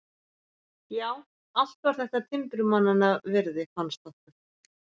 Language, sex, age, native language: Icelandic, male, 11, Icelandic